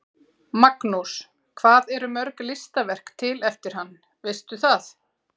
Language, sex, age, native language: Icelandic, female, 40-49, Icelandic